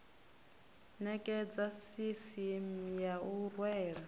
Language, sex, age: Venda, female, 33